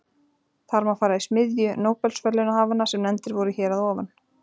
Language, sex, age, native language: Icelandic, female, 40-49, Icelandic